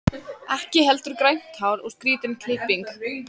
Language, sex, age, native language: Icelandic, female, 14, Icelandic